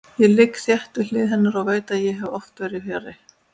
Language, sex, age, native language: Icelandic, female, 20-29, Icelandic